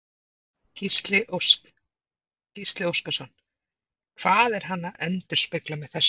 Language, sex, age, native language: Icelandic, female, 30-39, Icelandic